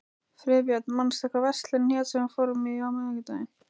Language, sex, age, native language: Icelandic, female, 20-29, Icelandic